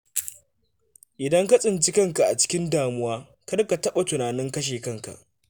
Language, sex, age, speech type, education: Hausa, male, 15-29, read, secondary